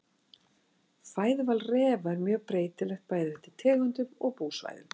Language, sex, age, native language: Icelandic, female, 60-69, Icelandic